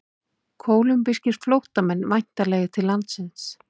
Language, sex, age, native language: Icelandic, female, 30-39, Icelandic